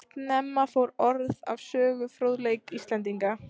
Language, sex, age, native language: Icelandic, female, 14, Icelandic